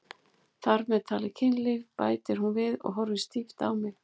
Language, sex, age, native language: Icelandic, female, 40-49, Icelandic